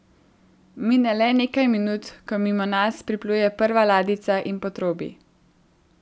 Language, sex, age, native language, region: Slovenian, female, 18-29, Slovenian, Central Slovenia